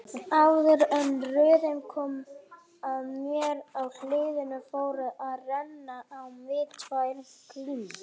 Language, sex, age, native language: Icelandic, female, 40-49, Icelandic